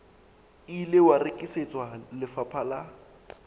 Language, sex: Southern Sotho, male